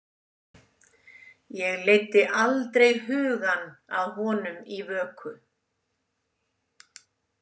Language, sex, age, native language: Icelandic, female, 70-79, Icelandic